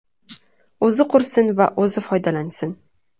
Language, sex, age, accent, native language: Uzbek, female, 19-29, Toshkent shahri, Uzbek